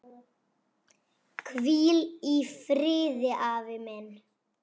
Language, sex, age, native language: Icelandic, female, 6, Icelandic